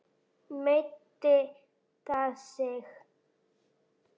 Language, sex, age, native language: Icelandic, female, 8, Icelandic